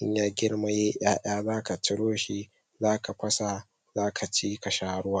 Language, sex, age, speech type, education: Hausa, male, 15-29, spontaneous, tertiary